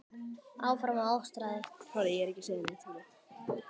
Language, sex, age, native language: Icelandic, male, 12, Icelandic